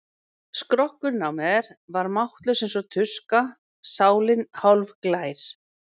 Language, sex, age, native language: Icelandic, female, 40-49, Icelandic